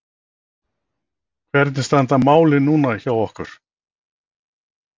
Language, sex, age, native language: Icelandic, male, 60-69, Icelandic